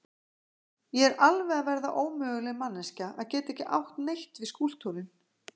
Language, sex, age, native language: Icelandic, female, 50-59, Icelandic